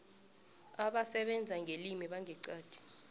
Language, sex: South Ndebele, female